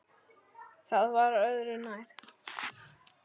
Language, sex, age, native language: Icelandic, male, 9, Icelandic